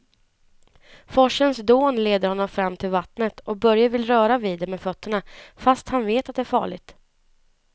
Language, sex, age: Swedish, female, 19